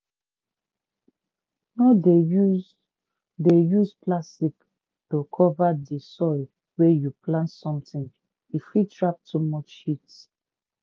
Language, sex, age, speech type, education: Nigerian Pidgin, female, 30-45, spontaneous, tertiary